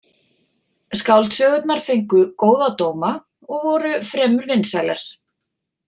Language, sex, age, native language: Icelandic, female, 40-49, Icelandic